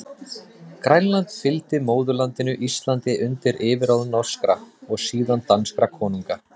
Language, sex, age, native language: Icelandic, male, 30-39, Icelandic